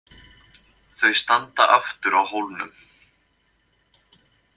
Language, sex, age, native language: Icelandic, male, 20-29, Icelandic